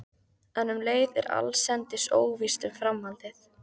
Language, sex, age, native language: Icelandic, female, 15, Icelandic